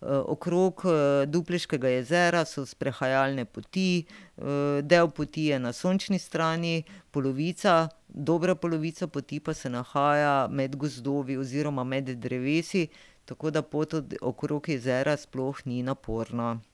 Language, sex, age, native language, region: Slovenian, female, 50-59, Slovenian, Drava region